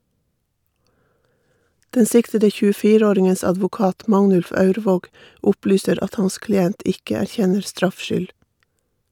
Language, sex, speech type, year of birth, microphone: Norwegian, female, read, 1958, Shure